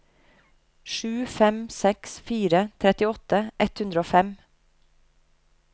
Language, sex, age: Norwegian, female, 30